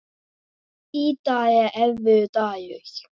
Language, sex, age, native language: Icelandic, female, 9, Icelandic